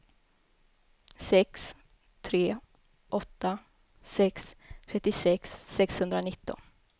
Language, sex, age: Swedish, female, 21